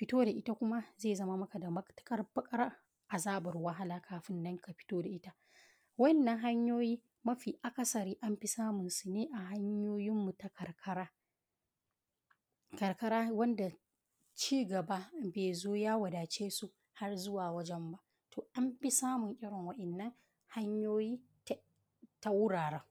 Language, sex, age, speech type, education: Hausa, female, 30-45, spontaneous, primary